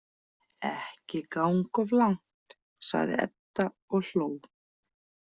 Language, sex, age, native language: Icelandic, female, 40-49, Icelandic